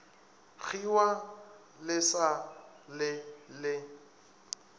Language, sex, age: Northern Sotho, male, 24